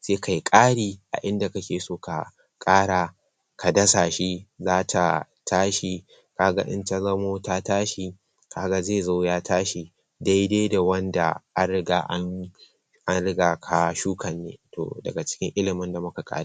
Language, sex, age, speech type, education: Hausa, male, 60+, spontaneous, tertiary